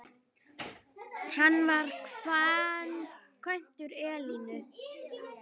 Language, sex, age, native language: Icelandic, female, 9, Icelandic